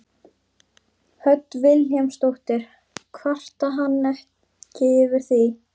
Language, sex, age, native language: Icelandic, female, 12, Icelandic